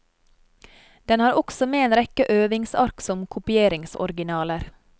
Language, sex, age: Norwegian, female, 30